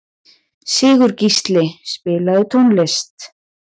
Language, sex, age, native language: Icelandic, female, 20-29, Icelandic